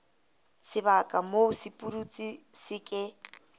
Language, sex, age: Southern Sotho, female, 20